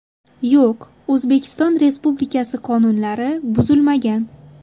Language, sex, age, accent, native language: Uzbek, female, 19-29, Xorazm, Uzbek